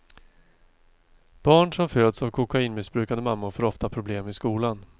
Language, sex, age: Swedish, male, 42